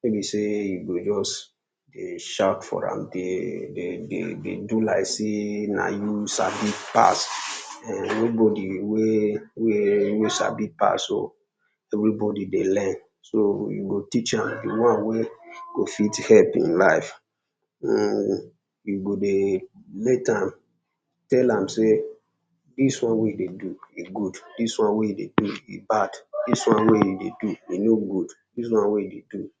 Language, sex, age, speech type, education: Nigerian Pidgin, male, 15-29, spontaneous, secondary